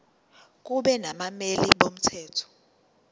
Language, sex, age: Zulu, female, 19